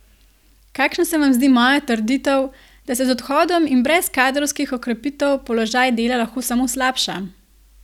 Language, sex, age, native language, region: Slovenian, female, 18-29, Slovenian, Gorenjska region